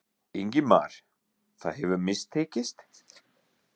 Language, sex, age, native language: Icelandic, male, 40-49, German